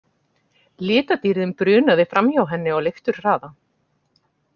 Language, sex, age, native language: Icelandic, female, 40-49, Icelandic